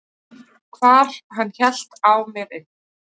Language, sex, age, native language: Icelandic, female, 30-39, Icelandic